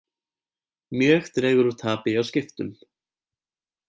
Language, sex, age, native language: Icelandic, male, 20-29, Icelandic